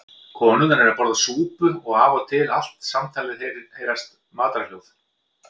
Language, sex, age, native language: Icelandic, male, 50-59, Icelandic